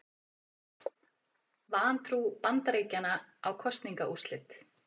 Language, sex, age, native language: Icelandic, female, 40-49, Icelandic